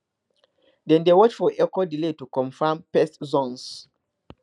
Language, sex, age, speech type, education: Nigerian Pidgin, male, 30-45, spontaneous, tertiary